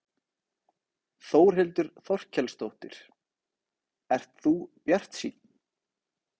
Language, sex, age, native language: Icelandic, male, 30-39, Icelandic